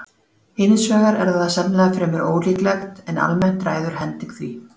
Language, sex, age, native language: Icelandic, female, 40-49, Icelandic